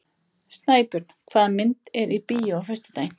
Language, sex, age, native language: Icelandic, female, 20-29, Icelandic